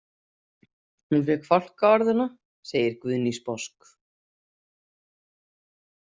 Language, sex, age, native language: Icelandic, female, 30-39, Icelandic